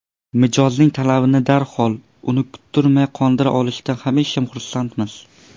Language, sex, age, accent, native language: Uzbek, male, under 19, Surxondaryo, Uzbek